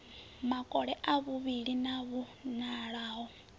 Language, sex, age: Venda, female, 20